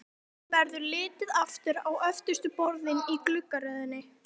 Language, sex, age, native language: Icelandic, female, 13, Icelandic